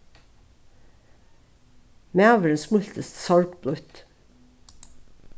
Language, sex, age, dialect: Faroese, female, 36-60, Norðuroyggjar